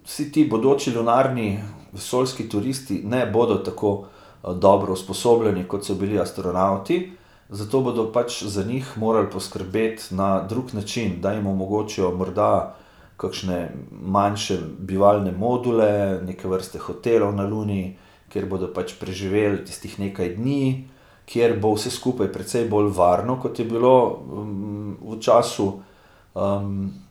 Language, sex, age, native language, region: Slovenian, male, 50-59, Slovenian, Gorica region